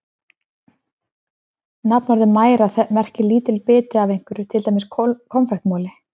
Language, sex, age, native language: Icelandic, female, 30-39, Icelandic